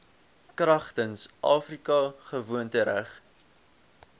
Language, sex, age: Afrikaans, male, 18